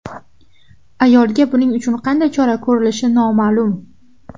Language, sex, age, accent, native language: Uzbek, female, 12-17, Farg'ona, Uzbek